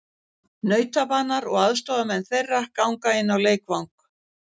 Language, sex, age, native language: Icelandic, female, 60-69, Icelandic